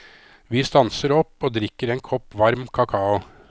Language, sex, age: Norwegian, male, 53